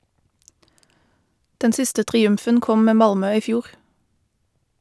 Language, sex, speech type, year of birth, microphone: Norwegian, female, read, 1988, Shure